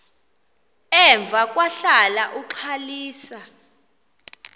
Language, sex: Xhosa, female